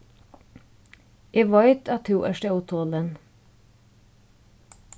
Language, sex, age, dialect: Faroese, female, 36-60, Norðurstreymoy/Eysturoy